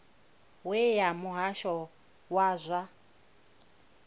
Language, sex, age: Venda, female, 21